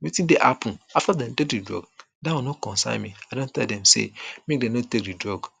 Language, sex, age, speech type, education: Nigerian Pidgin, male, 30-45, spontaneous, tertiary